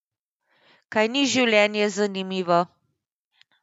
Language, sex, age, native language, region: Slovenian, female, 50-59, Slovenian, Central Slovenia